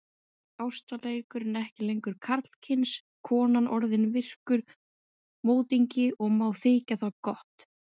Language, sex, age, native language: Icelandic, female, 20-29, Icelandic